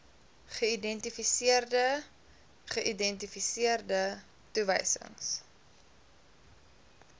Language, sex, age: Afrikaans, female, 20